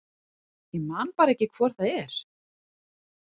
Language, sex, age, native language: Icelandic, female, 40-49, Icelandic